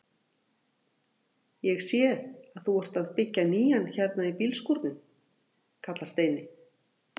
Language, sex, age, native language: Icelandic, female, 40-49, Icelandic